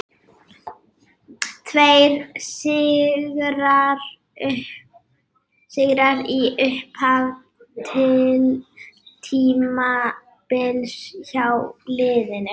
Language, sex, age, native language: Icelandic, female, 18-19, Icelandic